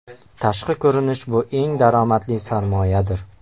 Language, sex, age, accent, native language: Uzbek, male, 18-24, Sirdaryo, Uzbek